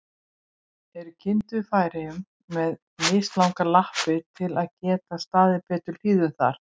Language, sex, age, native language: Icelandic, female, 60-69, Icelandic